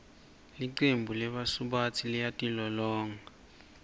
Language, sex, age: Swati, male, 24